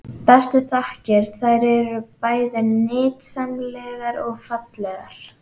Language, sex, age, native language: Icelandic, female, 11, Icelandic